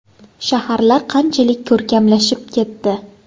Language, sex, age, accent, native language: Uzbek, female, 19-29, Farg'ona, Uzbek